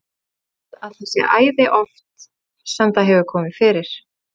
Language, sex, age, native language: Icelandic, female, 30-39, Icelandic